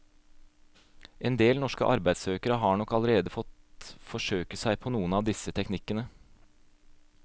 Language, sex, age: Norwegian, male, 26